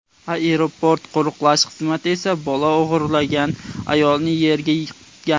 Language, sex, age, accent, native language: Uzbek, male, 18-24, Andijon, Uzbek